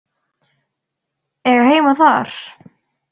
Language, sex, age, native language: Icelandic, female, 40-49, Icelandic